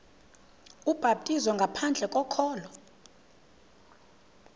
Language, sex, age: Xhosa, female, 26